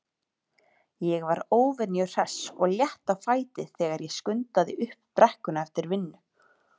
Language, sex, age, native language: Icelandic, female, 30-39, Icelandic